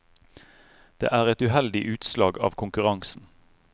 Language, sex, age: Norwegian, male, 35